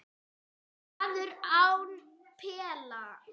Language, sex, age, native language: Icelandic, female, 8, Icelandic